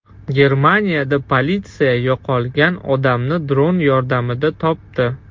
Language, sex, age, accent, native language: Uzbek, male, 18-24, Toshkent shahri, Russian